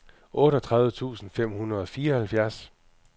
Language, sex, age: Danish, male, 44